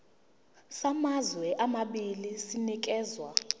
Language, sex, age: Zulu, female, 19